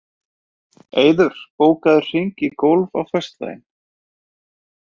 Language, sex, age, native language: Icelandic, male, 30-39, Icelandic